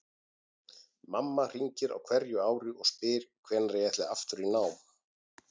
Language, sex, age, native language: Icelandic, male, 40-49, Icelandic